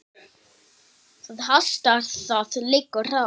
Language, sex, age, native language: Icelandic, male, 8, Icelandic